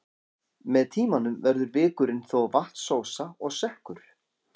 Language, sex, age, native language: Icelandic, male, 40-49, Icelandic